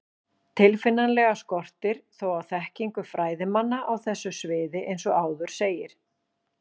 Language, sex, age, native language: Icelandic, female, 40-49, Icelandic